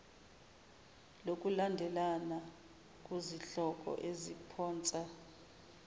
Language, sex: Zulu, female